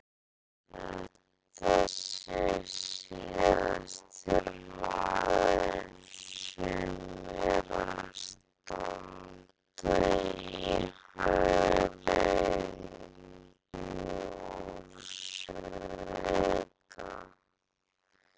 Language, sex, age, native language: Icelandic, female, 18-19, Icelandic